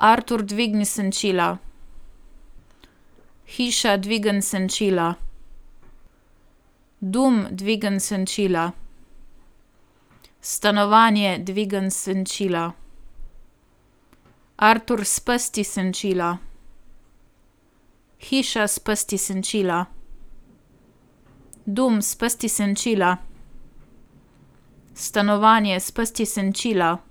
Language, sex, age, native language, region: Slovenian, female, 18-29, Slovenian, Primorsko-notranjska region